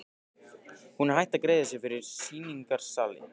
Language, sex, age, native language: Icelandic, male, 15, Icelandic